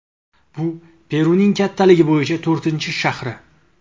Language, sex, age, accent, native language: Uzbek, male, 25-34, Qashqadaryo, Uzbek